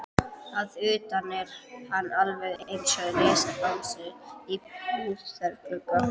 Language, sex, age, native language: Icelandic, female, 12, Icelandic